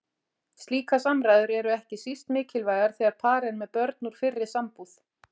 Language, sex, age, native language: Icelandic, female, 40-49, Icelandic